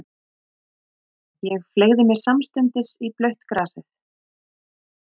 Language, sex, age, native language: Icelandic, female, 30-39, Icelandic